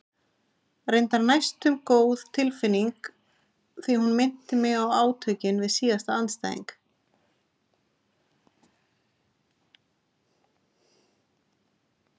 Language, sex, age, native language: Icelandic, female, 30-39, Icelandic